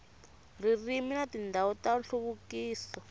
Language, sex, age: Tsonga, female, 24